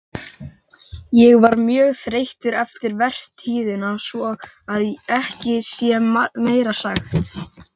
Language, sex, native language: Icelandic, male, Icelandic